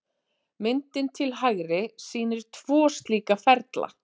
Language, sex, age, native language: Icelandic, female, 40-49, Icelandic